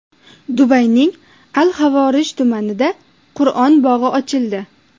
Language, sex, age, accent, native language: Uzbek, female, under 19, Jizzax, Uzbek